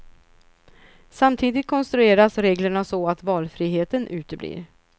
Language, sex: Swedish, female